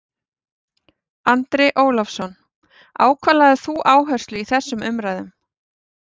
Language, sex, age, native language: Icelandic, female, 40-49, Icelandic